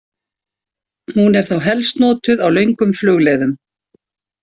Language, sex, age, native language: Icelandic, female, 60-69, Icelandic